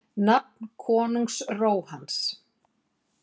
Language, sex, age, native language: Icelandic, female, 50-59, Icelandic